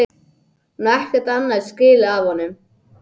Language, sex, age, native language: Icelandic, male, 80-89, English